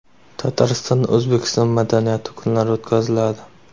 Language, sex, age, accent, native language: Uzbek, male, 18-24, Surxondaryo, Uzbek